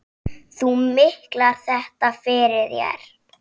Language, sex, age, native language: Icelandic, female, 5, Icelandic